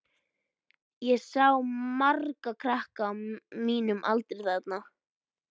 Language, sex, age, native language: Icelandic, female, 12, Icelandic